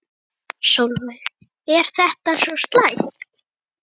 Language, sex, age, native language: Icelandic, female, 9, Icelandic